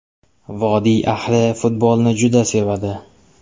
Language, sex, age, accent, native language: Uzbek, male, 25-34, Samarqand, Uzbek